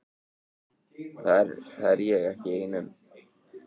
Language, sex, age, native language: Icelandic, male, 18-19, Icelandic